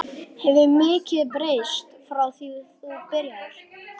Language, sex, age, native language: Icelandic, male, 11, Icelandic